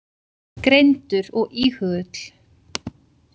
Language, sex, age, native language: Icelandic, female, 30-39, Icelandic